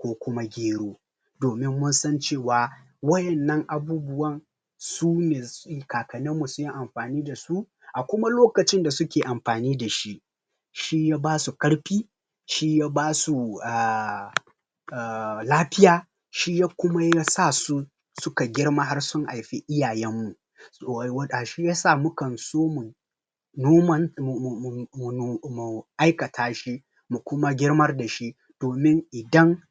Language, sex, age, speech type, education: Hausa, male, 30-45, spontaneous, tertiary